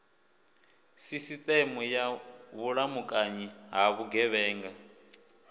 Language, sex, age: Venda, male, 24